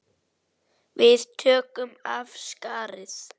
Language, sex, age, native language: Icelandic, male, 9, Icelandic